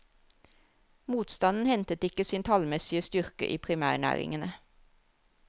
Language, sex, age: Norwegian, female, 34